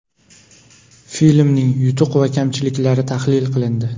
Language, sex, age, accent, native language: Uzbek, male, 18-24, Farg'ona, Uzbek